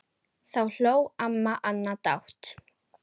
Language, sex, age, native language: Icelandic, female, 10, Icelandic